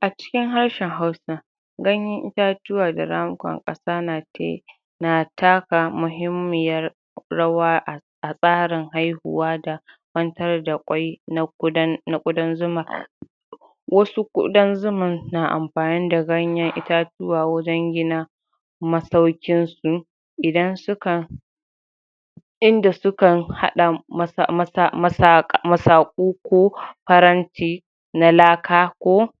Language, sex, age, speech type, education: Hausa, female, 46-60, spontaneous, tertiary